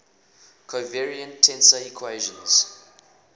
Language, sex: English, male